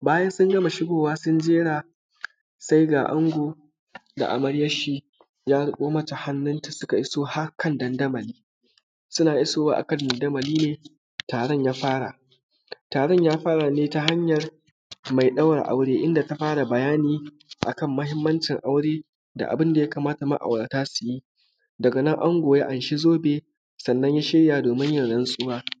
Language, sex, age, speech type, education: Hausa, male, 15-29, spontaneous, tertiary